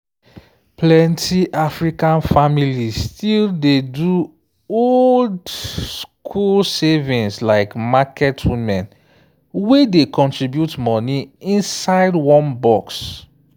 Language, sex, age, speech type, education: Nigerian Pidgin, male, 30-45, spontaneous, tertiary